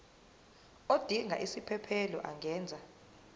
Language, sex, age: Zulu, female, 22